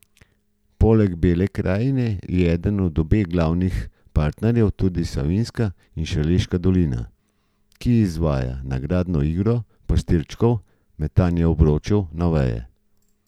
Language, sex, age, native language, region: Slovenian, male, 50-59, Slovenian, Gorenjska region